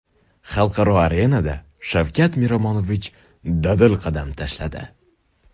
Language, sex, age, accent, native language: Uzbek, male, under 19, Sirdaryo, Uzbek